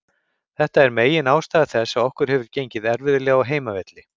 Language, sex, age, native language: Icelandic, male, 50-59, Icelandic